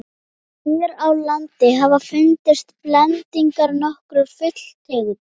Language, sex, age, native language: Icelandic, female, 18-19, Icelandic